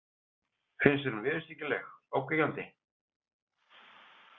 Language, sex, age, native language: Icelandic, male, 30-39, Icelandic